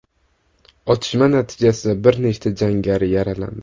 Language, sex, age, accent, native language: Uzbek, male, 18-24, Farg'ona, Uzbek